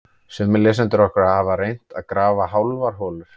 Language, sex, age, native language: Icelandic, male, 30-39, Icelandic